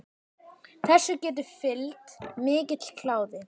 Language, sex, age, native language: Icelandic, male, 10, Icelandic